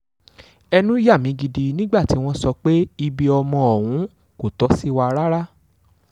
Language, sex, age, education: Yoruba, male, 15-29, tertiary